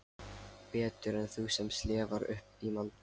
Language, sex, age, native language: Icelandic, male, 13, Lithuanian